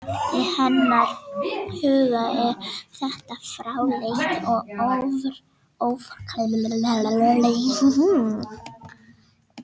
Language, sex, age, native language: Icelandic, female, 18-19, Danish